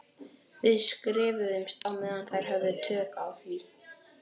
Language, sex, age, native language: Icelandic, male, 12, Icelandic